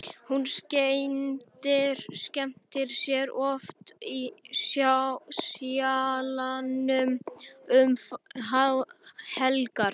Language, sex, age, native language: Icelandic, male, 11, Icelandic